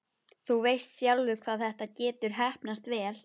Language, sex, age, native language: Icelandic, female, 11, Icelandic